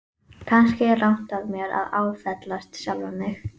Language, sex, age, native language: Icelandic, female, 11, Icelandic